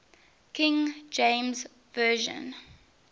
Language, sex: English, female